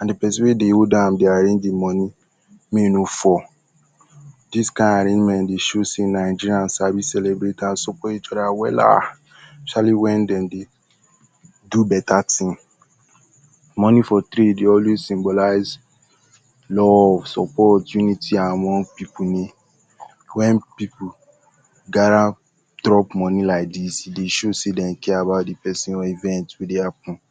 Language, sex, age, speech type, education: Nigerian Pidgin, male, 15-29, spontaneous, tertiary